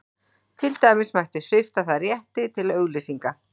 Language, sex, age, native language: Icelandic, female, 40-49, Icelandic